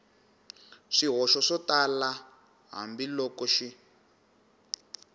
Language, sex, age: Tsonga, male, 19